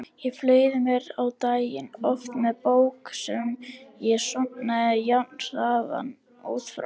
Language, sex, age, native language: Icelandic, female, 70-79, Icelandic